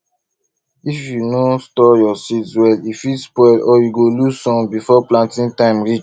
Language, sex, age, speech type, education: Nigerian Pidgin, male, 30-45, spontaneous, tertiary